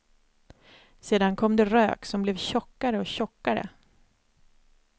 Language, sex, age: Swedish, female, 29